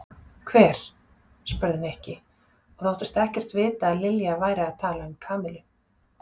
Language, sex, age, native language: Icelandic, female, 40-49, Icelandic